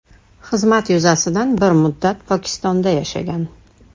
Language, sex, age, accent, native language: Uzbek, female, 35+, Toshkent shahri, Uzbek